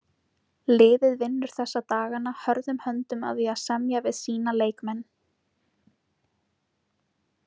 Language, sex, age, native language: Icelandic, female, 20-29, Icelandic